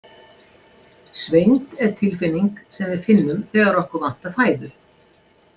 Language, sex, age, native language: Icelandic, female, 60-69, Icelandic